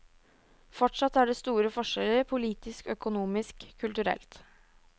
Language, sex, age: Norwegian, female, 22